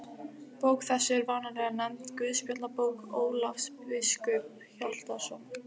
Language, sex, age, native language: Icelandic, female, 18-19, Icelandic